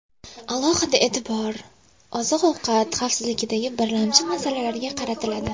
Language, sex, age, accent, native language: Uzbek, female, 19-29, Farg'ona, Uzbek